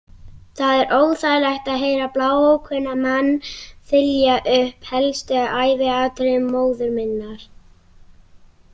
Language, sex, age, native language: Icelandic, female, 18-19, Icelandic